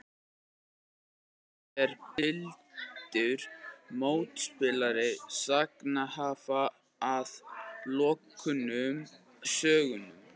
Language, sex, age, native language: Icelandic, male, 18-19, Icelandic